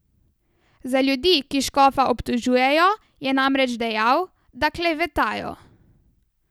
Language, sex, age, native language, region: Slovenian, female, 18-29, Slovenian, Savinja region